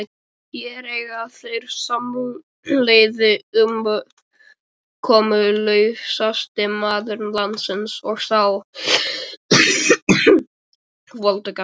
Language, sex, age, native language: Icelandic, male, 12, Icelandic